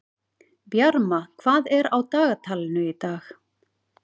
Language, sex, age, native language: Icelandic, female, 40-49, Icelandic